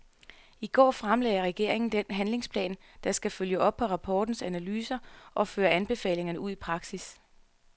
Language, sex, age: Danish, female, 33